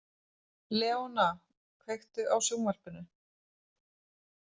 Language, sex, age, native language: Icelandic, female, 30-39, Icelandic